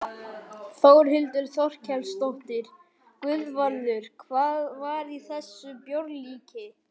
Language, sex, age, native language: Icelandic, male, 11, Icelandic